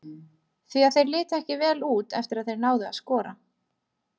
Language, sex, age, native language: Icelandic, female, 30-39, Icelandic